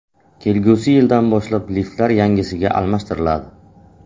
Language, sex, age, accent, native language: Uzbek, male, 25-34, Qashqadaryo, Uzbek